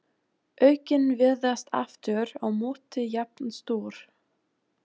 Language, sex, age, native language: Icelandic, female, 20-29, German